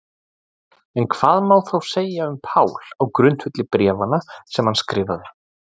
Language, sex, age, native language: Icelandic, male, 40-49, Icelandic